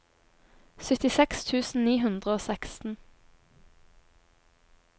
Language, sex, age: Norwegian, female, 23